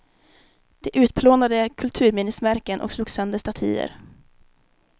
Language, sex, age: Swedish, female, 19